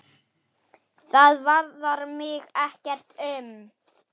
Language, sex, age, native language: Icelandic, male, 8, Icelandic